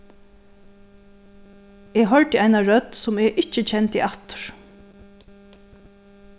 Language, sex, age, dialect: Faroese, female, 36-60, Suðurstreymoy